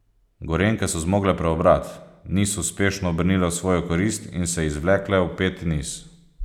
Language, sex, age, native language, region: Slovenian, male, 30-49, Slovenian, Posavska region